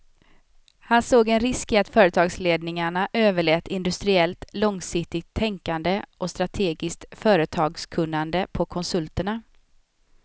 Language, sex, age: Swedish, female, 27